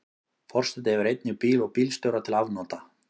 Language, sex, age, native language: Icelandic, male, 18-19, Icelandic